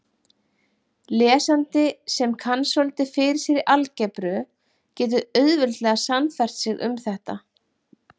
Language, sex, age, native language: Icelandic, female, 40-49, Icelandic